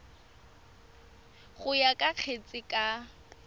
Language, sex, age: Tswana, female, 23